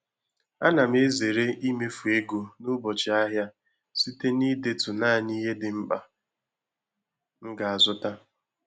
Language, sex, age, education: Igbo, male, 15-29, tertiary